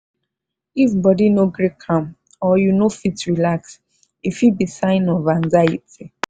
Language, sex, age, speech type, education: Nigerian Pidgin, female, 15-29, spontaneous, tertiary